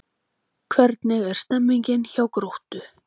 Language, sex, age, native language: Icelandic, female, 20-29, Icelandic